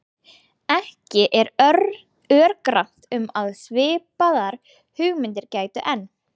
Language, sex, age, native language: Icelandic, female, 20-29, Icelandic